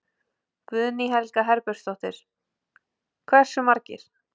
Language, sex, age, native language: Icelandic, female, 20-29, Icelandic